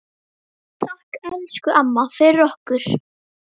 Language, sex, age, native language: Icelandic, female, 10, Icelandic